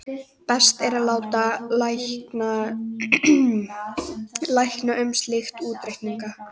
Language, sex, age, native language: Icelandic, female, 18-19, Icelandic